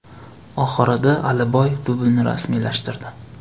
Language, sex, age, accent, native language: Uzbek, male, 18-24, Farg'ona, Uzbek